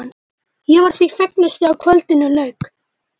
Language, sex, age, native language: Icelandic, male, 12, Icelandic